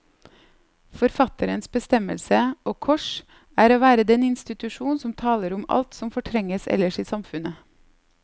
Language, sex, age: Norwegian, female, 30